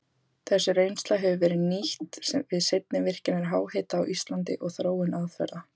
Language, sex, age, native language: Icelandic, female, 18-19, Icelandic